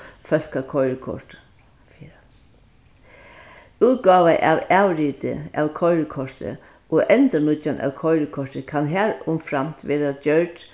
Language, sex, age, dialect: Faroese, female, 61+, Vágar